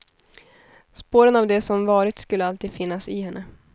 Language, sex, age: Swedish, female, 23